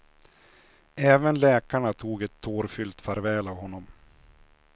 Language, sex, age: Swedish, male, 56